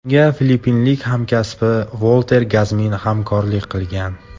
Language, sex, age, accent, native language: Uzbek, male, 18-24, Farg'ona, Tajik